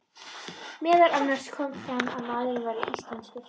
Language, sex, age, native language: Icelandic, female, 13, Icelandic